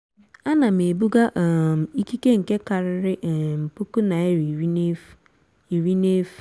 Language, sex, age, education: Igbo, female, 15-29, tertiary